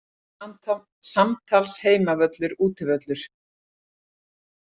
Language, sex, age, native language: Icelandic, female, 40-49, Icelandic